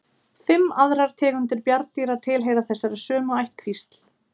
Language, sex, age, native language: Icelandic, female, 30-39, Icelandic